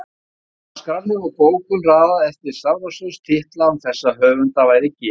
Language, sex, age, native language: Icelandic, male, 50-59, Icelandic